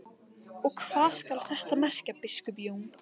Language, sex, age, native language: Icelandic, female, 15, Icelandic